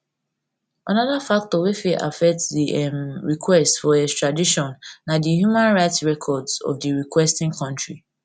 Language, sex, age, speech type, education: Nigerian Pidgin, female, 15-29, spontaneous, tertiary